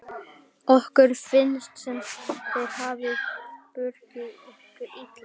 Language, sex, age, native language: Icelandic, other, 60-69, Icelandic